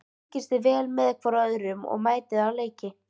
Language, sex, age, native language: Icelandic, female, 13, Icelandic